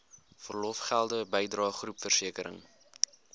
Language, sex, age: Afrikaans, male, 20